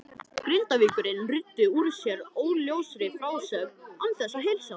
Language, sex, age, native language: Icelandic, male, 13, Icelandic